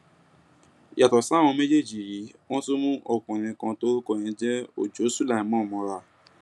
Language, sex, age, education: Yoruba, male, 15-29, tertiary